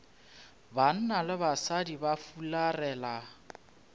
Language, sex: Northern Sotho, male